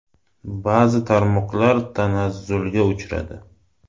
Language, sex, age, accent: Uzbek, male, 18-24, Samarqand